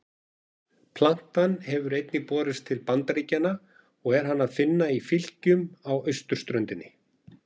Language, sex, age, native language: Icelandic, male, 40-49, Icelandic